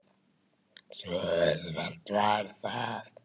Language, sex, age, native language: Icelandic, male, 9, Icelandic